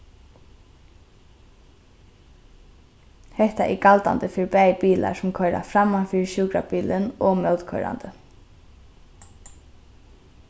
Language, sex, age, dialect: Faroese, female, 15-35, Norðurstreymoy/Eysturoy